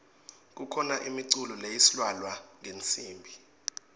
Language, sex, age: Swati, male, 21